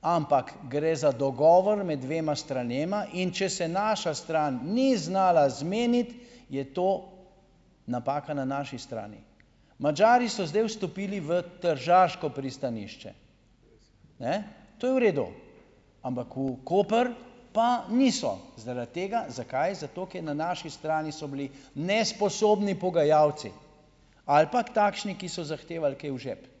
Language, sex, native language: Slovenian, male, Slovenian